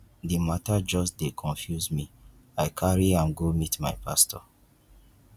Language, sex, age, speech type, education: Nigerian Pidgin, male, 15-29, spontaneous, tertiary